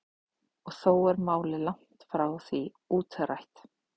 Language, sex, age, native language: Icelandic, female, 30-39, Icelandic